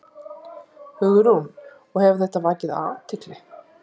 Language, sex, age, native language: Icelandic, female, 40-49, Icelandic